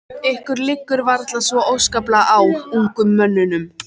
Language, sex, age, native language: Icelandic, female, 13, Icelandic